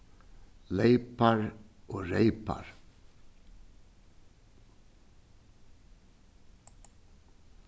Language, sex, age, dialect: Faroese, male, 61+, Suðurstreymoy